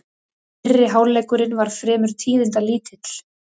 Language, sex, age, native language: Icelandic, female, 30-39, Icelandic